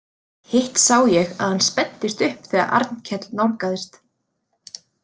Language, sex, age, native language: Icelandic, female, 30-39, Icelandic